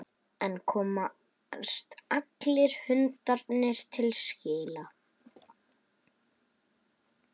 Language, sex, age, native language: Icelandic, male, 11, Icelandic